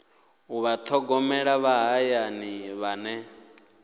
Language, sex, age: Venda, male, 28